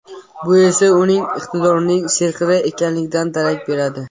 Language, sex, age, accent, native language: Uzbek, male, 30-39, Toshkent viloyati, Uzbek